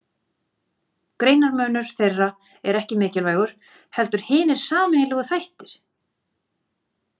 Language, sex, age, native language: Icelandic, female, 40-49, Icelandic